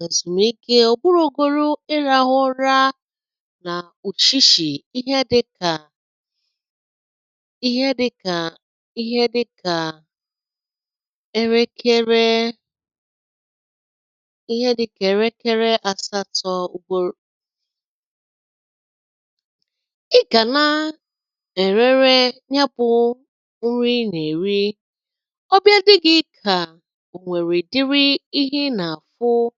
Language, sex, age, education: Igbo, female, 30-45, secondary